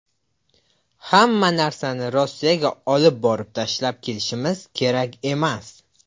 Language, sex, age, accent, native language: Uzbek, male, under 19, Buxoro, Uzbek